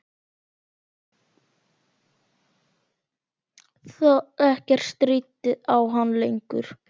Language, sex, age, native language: Icelandic, male, 10, Icelandic